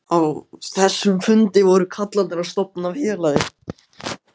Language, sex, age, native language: Icelandic, male, 15, Icelandic